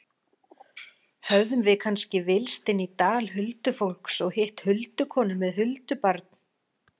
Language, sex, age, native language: Icelandic, female, 40-49, Icelandic